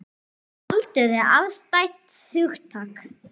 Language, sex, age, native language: Icelandic, male, 9, Icelandic